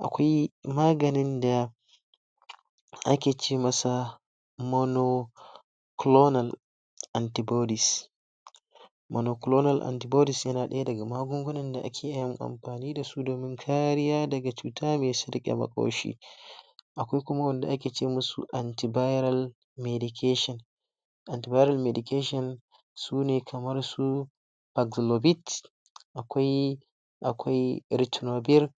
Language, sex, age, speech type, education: Hausa, male, 60+, spontaneous, tertiary